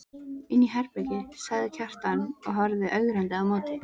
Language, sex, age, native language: Icelandic, female, 13, Icelandic